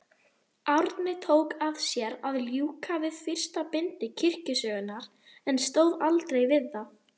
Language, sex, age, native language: Icelandic, female, 30-39, Icelandic